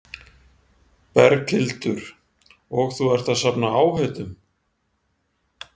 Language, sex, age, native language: Icelandic, male, 40-49, Icelandic